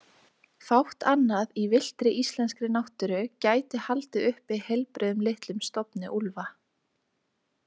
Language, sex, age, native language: Icelandic, female, 20-29, Icelandic